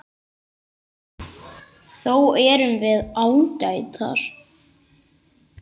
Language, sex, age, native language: Icelandic, male, 8, Icelandic